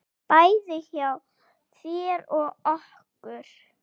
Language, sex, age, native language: Icelandic, female, 8, Icelandic